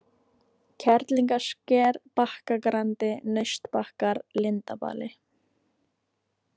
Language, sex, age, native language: Icelandic, female, 18-19, Icelandic